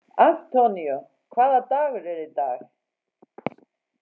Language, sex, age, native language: Icelandic, female, 40-49, Faroese